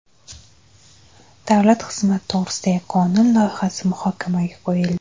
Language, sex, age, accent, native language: Uzbek, female, 25-34, Jizzax, Uzbek